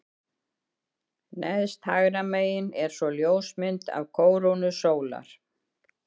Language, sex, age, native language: Icelandic, female, 70-79, Icelandic